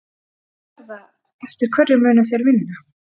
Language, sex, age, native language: Icelandic, female, 30-39, Icelandic